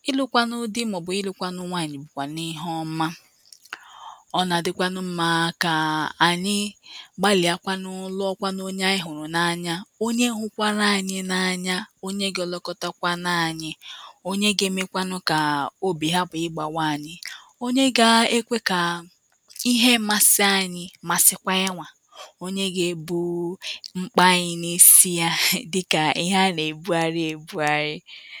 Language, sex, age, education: Igbo, female, 15-29, tertiary